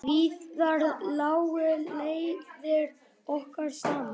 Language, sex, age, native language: Icelandic, male, 9, Icelandic